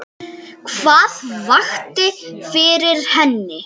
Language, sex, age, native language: Icelandic, female, 7, Icelandic